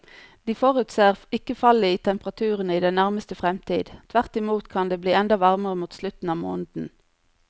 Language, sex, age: Norwegian, female, 40